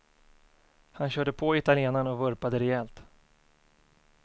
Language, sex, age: Swedish, male, 24